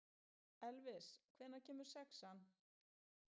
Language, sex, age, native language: Icelandic, female, 50-59, Icelandic